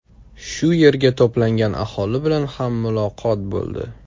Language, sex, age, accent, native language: Uzbek, male, under 19, Toshkent shahri, Uzbek